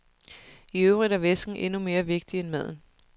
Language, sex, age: Danish, female, 30